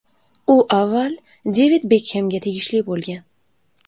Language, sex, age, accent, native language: Uzbek, female, 18-24, Buxoro, Uzbek